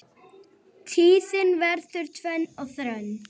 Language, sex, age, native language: Icelandic, female, 9, Icelandic